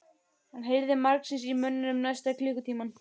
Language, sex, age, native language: Icelandic, female, 15, Icelandic